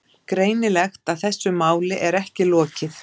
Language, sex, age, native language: Icelandic, female, 50-59, Icelandic